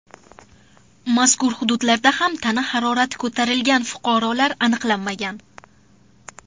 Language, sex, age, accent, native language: Uzbek, female, under 19, Farg'ona, Uzbek